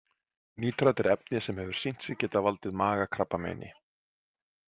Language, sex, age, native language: Icelandic, male, 40-49, Icelandic